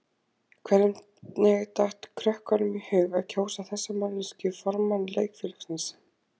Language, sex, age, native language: Icelandic, female, 20-29, Icelandic